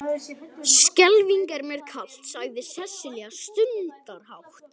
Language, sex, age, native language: Icelandic, male, 11, Icelandic